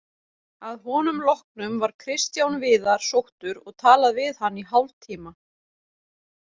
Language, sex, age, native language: Icelandic, female, 40-49, Icelandic